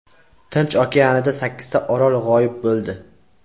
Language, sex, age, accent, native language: Uzbek, male, 18-24, Andijon, Uzbek